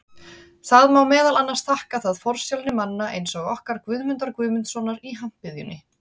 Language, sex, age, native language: Icelandic, female, 30-39, Icelandic